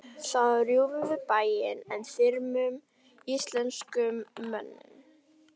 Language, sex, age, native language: Icelandic, female, 11, Icelandic